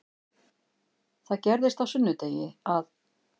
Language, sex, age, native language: Icelandic, female, 50-59, Icelandic